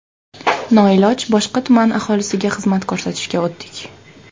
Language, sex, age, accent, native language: Uzbek, female, under 19, Toshkent shahri, Uzbek